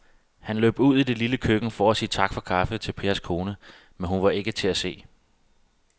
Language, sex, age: Danish, male, 32